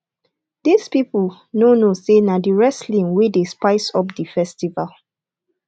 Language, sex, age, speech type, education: Nigerian Pidgin, female, 15-29, spontaneous, tertiary